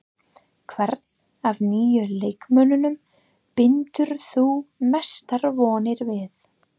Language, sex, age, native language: Icelandic, female, 30-39, English